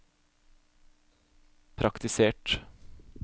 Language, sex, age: Norwegian, male, 26